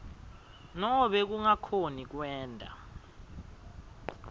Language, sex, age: Swati, male, 22